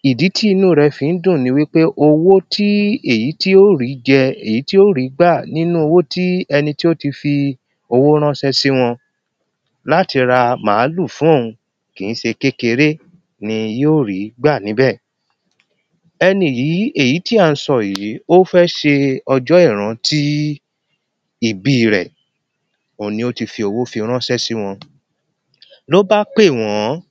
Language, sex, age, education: Yoruba, male, 30-45, primary